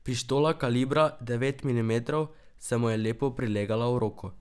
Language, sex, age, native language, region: Slovenian, male, 12-17, Slovenian, Drava region